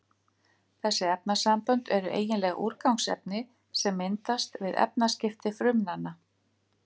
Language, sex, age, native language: Icelandic, female, 50-59, Icelandic